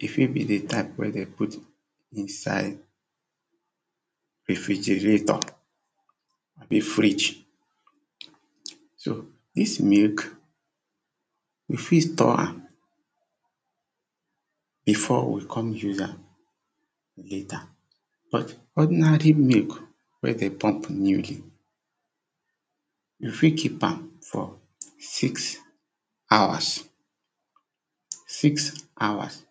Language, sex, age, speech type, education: Nigerian Pidgin, male, 30-45, spontaneous, tertiary